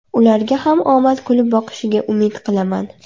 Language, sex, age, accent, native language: Uzbek, female, under 19, Andijon, Uzbek